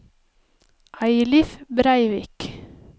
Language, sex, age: Norwegian, female, 30